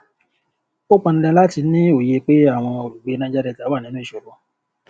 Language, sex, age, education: Yoruba, male, 30-45, tertiary